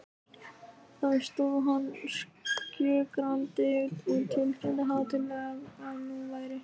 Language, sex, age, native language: Icelandic, male, 13, Icelandic